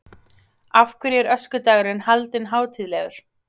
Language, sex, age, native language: Icelandic, female, 30-39, Icelandic